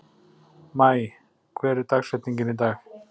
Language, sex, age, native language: Icelandic, male, 40-49, Icelandic